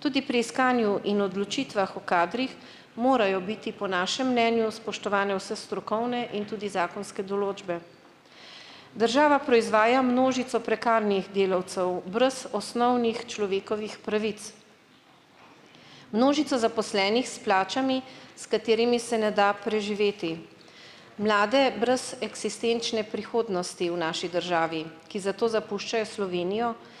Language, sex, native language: Slovenian, female, Slovenian